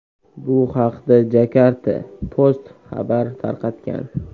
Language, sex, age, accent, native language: Uzbek, male, 18-24, Toshkent viloyati, Uzbek